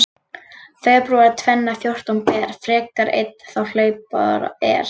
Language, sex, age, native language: Icelandic, female, 40-49, Icelandic